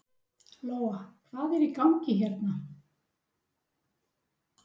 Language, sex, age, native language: Icelandic, female, 60-69, Icelandic